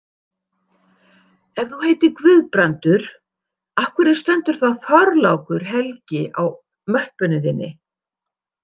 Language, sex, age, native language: Icelandic, female, 60-69, Icelandic